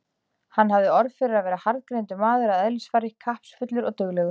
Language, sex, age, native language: Icelandic, female, 40-49, Icelandic